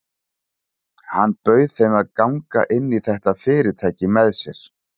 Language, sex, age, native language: Icelandic, male, 40-49, Icelandic